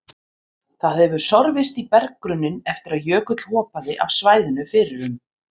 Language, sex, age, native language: Icelandic, female, 50-59, Icelandic